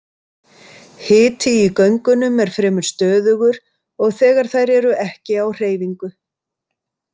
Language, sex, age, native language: Icelandic, female, 50-59, Icelandic